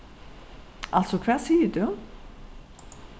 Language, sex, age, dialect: Faroese, female, 36-60, Suðurstreymoy